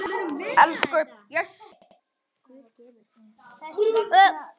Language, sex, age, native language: Icelandic, female, 10, Icelandic